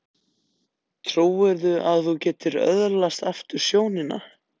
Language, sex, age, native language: Icelandic, other, 14, Icelandic